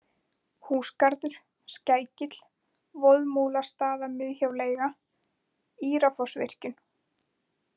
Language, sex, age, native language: Icelandic, female, 20-29, Icelandic